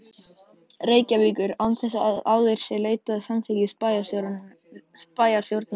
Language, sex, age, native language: Icelandic, male, 13, Icelandic